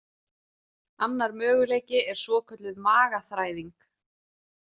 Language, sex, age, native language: Icelandic, female, 20-29, Icelandic